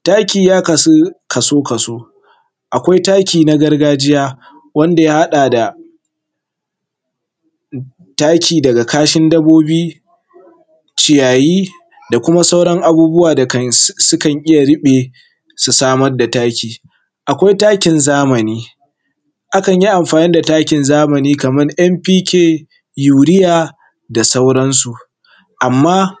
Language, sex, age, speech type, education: Hausa, male, 15-29, spontaneous, tertiary